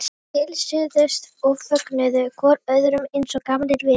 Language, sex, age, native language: Icelandic, female, 18-19, Icelandic